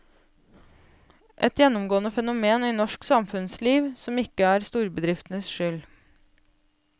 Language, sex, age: Norwegian, female, 28